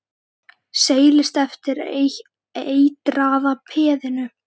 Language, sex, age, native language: Icelandic, female, 9, Icelandic